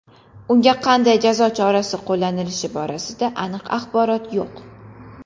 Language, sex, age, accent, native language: Uzbek, female, 19-29, Qashqadaryo, Uzbek